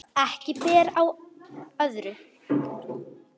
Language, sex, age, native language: Icelandic, female, 10, Icelandic